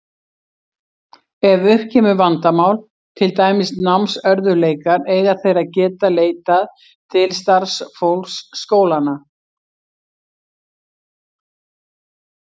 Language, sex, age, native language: Icelandic, female, 60-69, Icelandic